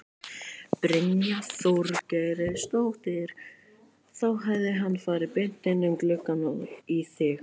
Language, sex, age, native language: Icelandic, male, 18-19, Icelandic